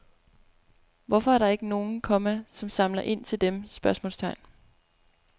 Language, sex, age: Danish, female, 25